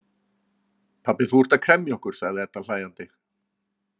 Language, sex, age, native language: Icelandic, male, 40-49, Icelandic